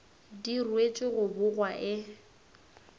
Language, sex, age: Northern Sotho, female, 19